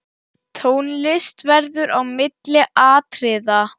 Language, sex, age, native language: Icelandic, female, 10, Icelandic